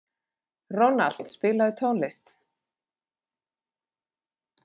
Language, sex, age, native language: Icelandic, female, 40-49, Finnish